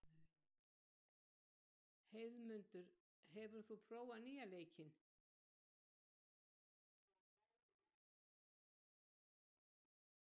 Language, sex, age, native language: Icelandic, female, 70-79, Icelandic